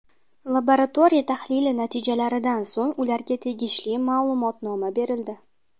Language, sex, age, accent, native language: Uzbek, female, 19-29, Qashqadaryo, Uzbek